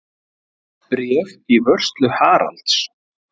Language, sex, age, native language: Icelandic, male, 40-49, Icelandic